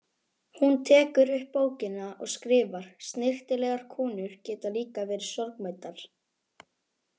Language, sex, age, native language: Icelandic, male, 18-19, Icelandic